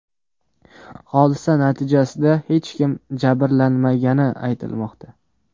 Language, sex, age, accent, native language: Uzbek, male, 18-24, Sirdaryo, Uzbek